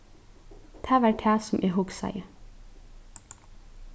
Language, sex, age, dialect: Faroese, female, 15-35, Norðurstreymoy/Eysturoy